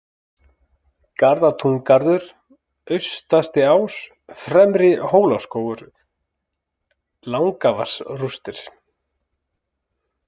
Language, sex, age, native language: Icelandic, male, 30-39, Icelandic